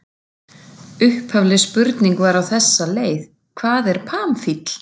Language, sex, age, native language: Icelandic, female, 40-49, Icelandic